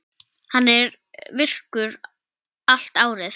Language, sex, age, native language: Icelandic, female, 10, Icelandic